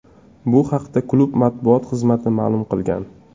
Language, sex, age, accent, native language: Uzbek, male, 25-34, Toshkent shahri, Uzbek